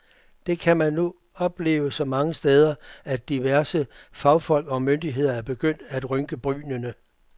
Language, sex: Danish, male